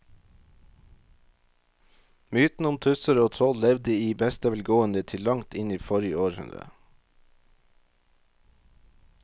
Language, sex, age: Norwegian, male, 38